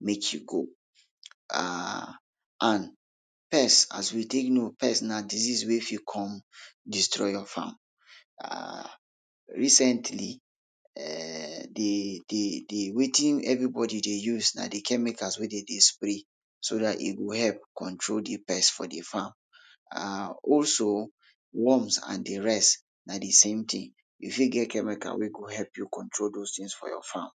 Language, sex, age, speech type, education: Nigerian Pidgin, male, 30-45, spontaneous, tertiary